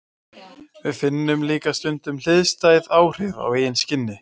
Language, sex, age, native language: Icelandic, male, 20-29, Icelandic